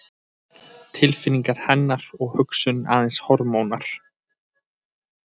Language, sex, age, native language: Icelandic, male, 20-29, Icelandic